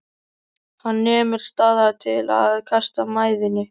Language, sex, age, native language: Icelandic, male, 13, Icelandic